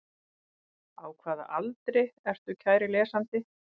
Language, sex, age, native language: Icelandic, female, 50-59, Icelandic